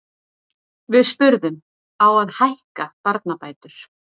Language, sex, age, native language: Icelandic, female, 40-49, Icelandic